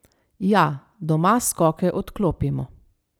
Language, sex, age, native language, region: Slovenian, female, 30-49, Slovenian, Savinja region